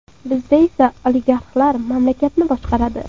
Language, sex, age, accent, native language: Uzbek, female, 18-24, Surxondaryo, Uzbek